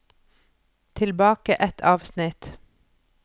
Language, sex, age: Norwegian, female, 43